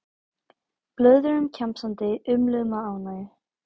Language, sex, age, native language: Icelandic, female, 18-19, Icelandic